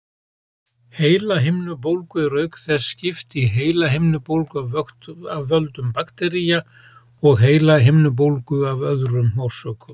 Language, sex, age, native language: Icelandic, male, 70-79, Icelandic